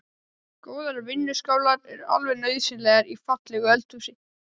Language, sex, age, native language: Icelandic, male, 12, Icelandic